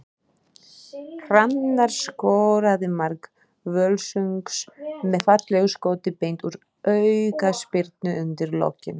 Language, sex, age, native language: Icelandic, female, 30-39, Icelandic